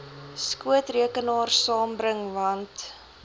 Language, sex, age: Afrikaans, female, 20